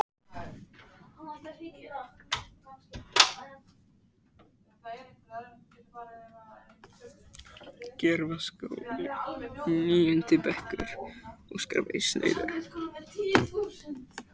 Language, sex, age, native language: Icelandic, male, 18-19, Icelandic